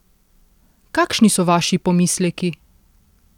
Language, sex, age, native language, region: Slovenian, female, 30-49, Slovenian, Central Slovenia